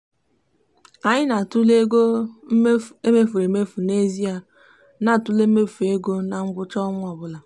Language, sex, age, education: Igbo, female, 15-29, tertiary